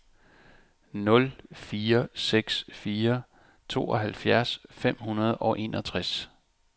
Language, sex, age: Danish, male, 34